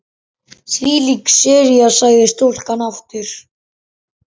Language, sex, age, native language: Icelandic, male, 10, Icelandic